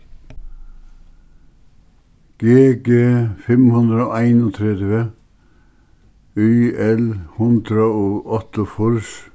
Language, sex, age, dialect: Faroese, male, 61+, Suðuroy